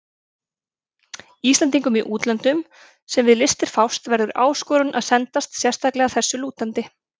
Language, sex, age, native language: Icelandic, female, 30-39, Icelandic